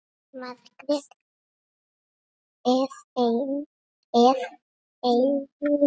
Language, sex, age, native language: Icelandic, other, 6, Icelandic